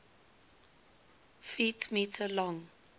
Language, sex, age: English, female, 19